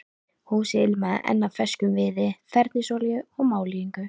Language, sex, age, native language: Icelandic, female, 13, Icelandic